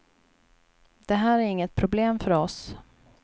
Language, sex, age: Swedish, female, 29